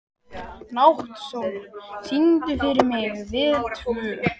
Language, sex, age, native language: Icelandic, male, 12, Icelandic